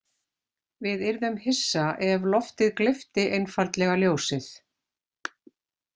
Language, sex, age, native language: Icelandic, female, 50-59, Icelandic